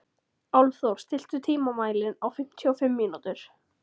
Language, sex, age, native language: Icelandic, female, 14, Icelandic